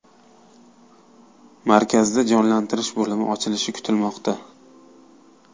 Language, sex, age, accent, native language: Uzbek, male, 19-29, Qashqadaryo, Uzbek